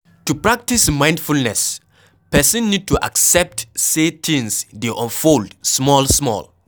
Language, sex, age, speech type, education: Nigerian Pidgin, male, 15-29, read, secondary